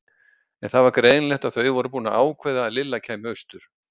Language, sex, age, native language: Icelandic, male, 60-69, Icelandic